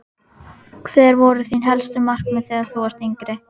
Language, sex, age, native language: Icelandic, female, 11, Icelandic